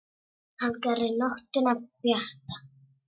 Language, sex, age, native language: Icelandic, female, 7, Czech